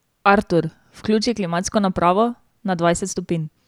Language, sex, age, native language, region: Slovenian, female, 18-29, Slovenian, Drava region